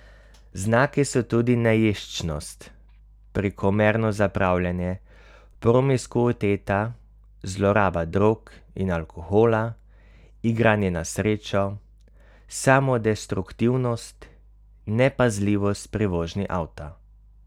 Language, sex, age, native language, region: Slovenian, male, 30-49, Slovenian, Carinthia region